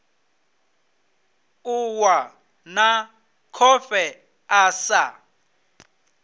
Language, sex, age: Venda, male, 26